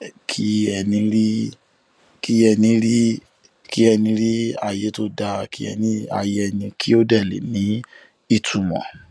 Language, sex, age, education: Yoruba, male, 15-29, tertiary